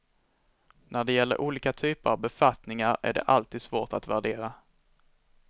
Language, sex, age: Swedish, male, 21